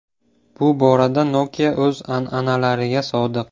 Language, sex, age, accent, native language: Uzbek, male, 18-24, Samarqand, Uzbek